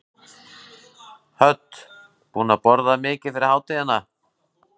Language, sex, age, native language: Icelandic, male, 40-49, Icelandic